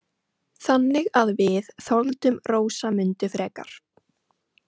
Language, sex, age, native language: Icelandic, female, 18-19, Icelandic